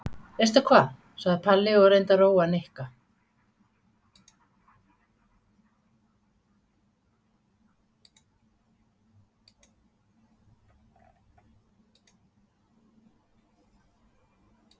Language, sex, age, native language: Icelandic, female, 60-69, Icelandic